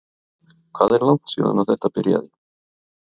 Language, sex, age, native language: Icelandic, male, 30-39, Icelandic